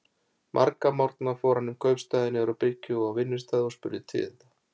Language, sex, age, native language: Icelandic, male, 40-49, Icelandic